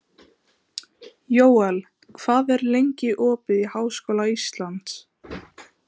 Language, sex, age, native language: Icelandic, female, 15, Icelandic